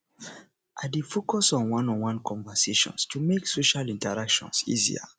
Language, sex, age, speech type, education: Nigerian Pidgin, male, 30-45, spontaneous, tertiary